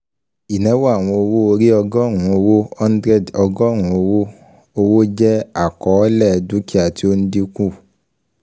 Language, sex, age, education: Yoruba, male, 15-29, secondary